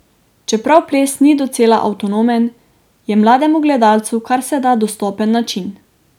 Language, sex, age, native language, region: Slovenian, female, 18-29, Slovenian, Drava region